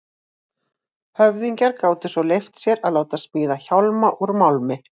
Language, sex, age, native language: Icelandic, female, 40-49, Icelandic